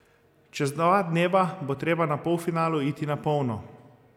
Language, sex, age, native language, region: Slovenian, male, 30-49, Slovenian, Zasavska region